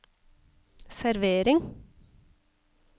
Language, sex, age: Norwegian, female, 34